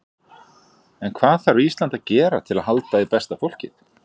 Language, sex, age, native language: Icelandic, male, 40-49, Icelandic